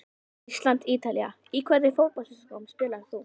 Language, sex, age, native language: Icelandic, female, 11, Icelandic